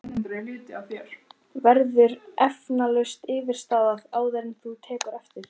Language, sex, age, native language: Icelandic, female, 14, Icelandic